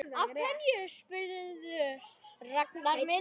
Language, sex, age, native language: Icelandic, male, 9, Icelandic